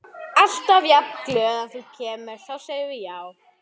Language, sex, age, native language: Icelandic, female, 10, Icelandic